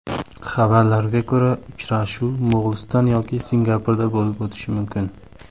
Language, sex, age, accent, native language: Uzbek, male, 19-29, Samarqand, Uzbek